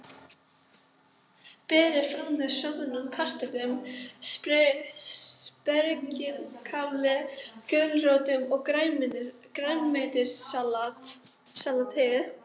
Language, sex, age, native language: Icelandic, female, 12, Icelandic